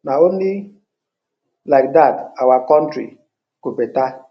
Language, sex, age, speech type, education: Nigerian Pidgin, male, 30-45, spontaneous, tertiary